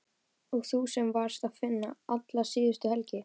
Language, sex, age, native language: Icelandic, female, 12, Icelandic